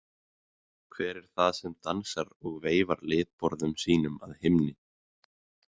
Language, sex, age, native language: Icelandic, male, 20-29, Icelandic